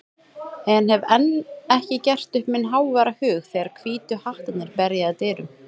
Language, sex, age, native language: Icelandic, female, 30-39, Icelandic